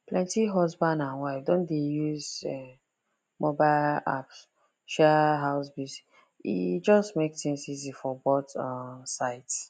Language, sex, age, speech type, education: Nigerian Pidgin, female, 15-29, spontaneous, tertiary